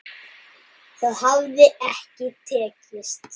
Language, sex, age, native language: Icelandic, male, 9, Icelandic